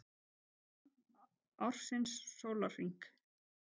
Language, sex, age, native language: Icelandic, female, 50-59, Icelandic